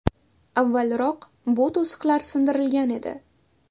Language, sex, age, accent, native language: Uzbek, female, 18-24, Qashqadaryo, Uzbek